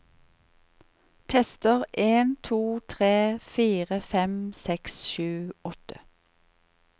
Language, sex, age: Norwegian, female, 38